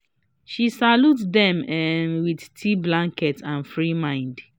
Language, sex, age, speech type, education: Nigerian Pidgin, female, 30-45, spontaneous, tertiary